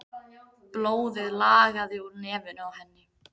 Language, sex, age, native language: Icelandic, female, 15, Icelandic